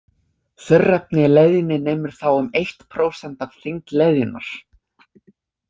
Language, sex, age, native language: Icelandic, other, 20-29, English